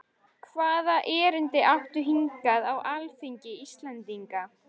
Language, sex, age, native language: Icelandic, female, 13, Icelandic